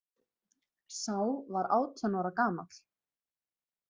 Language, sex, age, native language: Icelandic, female, 20-29, Icelandic